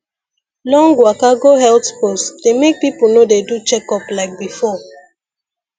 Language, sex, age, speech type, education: Nigerian Pidgin, female, 15-29, spontaneous, secondary